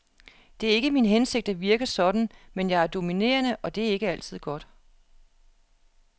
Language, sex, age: Danish, female, 36